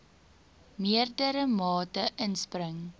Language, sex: Afrikaans, female